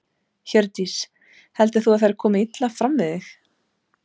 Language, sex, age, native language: Icelandic, female, 30-39, Icelandic